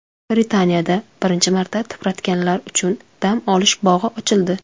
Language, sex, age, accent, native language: Uzbek, female, 19-29, Samarqand, Uzbek